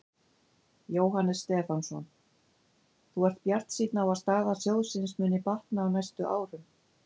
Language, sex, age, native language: Icelandic, female, 50-59, Icelandic